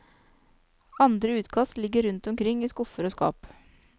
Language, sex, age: Norwegian, female, 29